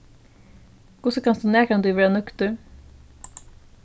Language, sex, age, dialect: Faroese, female, 15-35, Suðurstreymoy